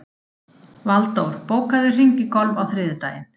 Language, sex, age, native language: Icelandic, female, 50-59, Icelandic